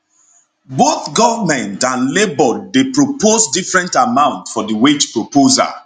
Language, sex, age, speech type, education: Nigerian Pidgin, male, 30-45, spontaneous, tertiary